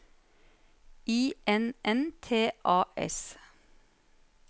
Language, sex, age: Norwegian, female, 39